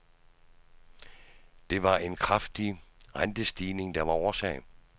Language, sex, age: Danish, male, 66